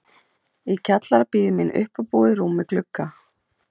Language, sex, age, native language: Icelandic, female, 30-39, Icelandic